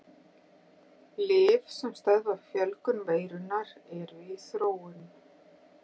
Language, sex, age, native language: Icelandic, female, 40-49, Icelandic